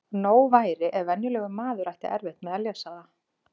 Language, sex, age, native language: Icelandic, female, 40-49, Icelandic